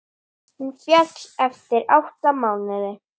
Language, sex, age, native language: Icelandic, female, 8, Icelandic